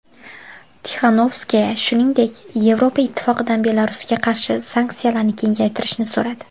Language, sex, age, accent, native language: Uzbek, female, 18-24, Farg'ona, Uzbek